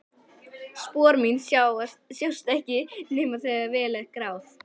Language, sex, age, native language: Icelandic, female, 11, Icelandic